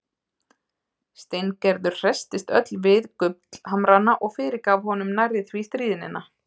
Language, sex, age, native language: Icelandic, female, 30-39, Icelandic